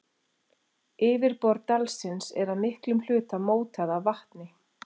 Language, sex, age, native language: Icelandic, female, 40-49, Icelandic